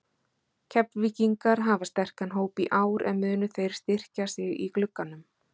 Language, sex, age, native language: Icelandic, female, 40-49, Icelandic